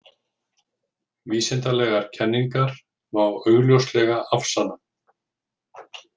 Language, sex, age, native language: Icelandic, male, 40-49, Icelandic